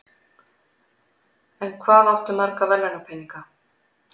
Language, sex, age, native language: Icelandic, female, 50-59, Icelandic